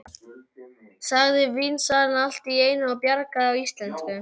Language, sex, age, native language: Icelandic, male, 12, Icelandic